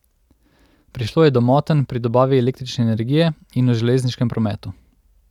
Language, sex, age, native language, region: Slovenian, male, 30-49, Slovenian, Central Slovenia